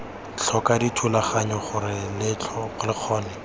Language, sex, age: Tswana, male, 21